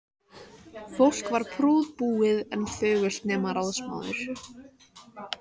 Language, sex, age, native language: Icelandic, female, 14, Icelandic